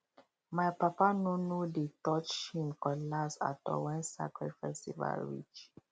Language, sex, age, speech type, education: Nigerian Pidgin, female, 30-45, spontaneous, tertiary